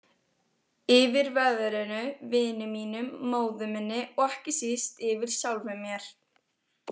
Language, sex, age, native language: Icelandic, female, 18-19, Icelandic